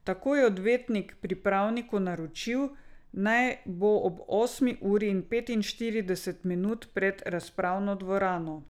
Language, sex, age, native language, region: Slovenian, female, 50-59, Slovenian, Drava region